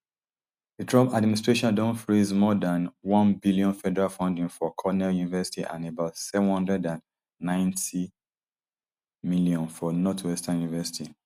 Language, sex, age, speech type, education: Nigerian Pidgin, male, 30-45, spontaneous, tertiary